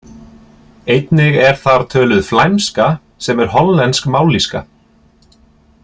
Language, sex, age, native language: Icelandic, male, 30-39, Icelandic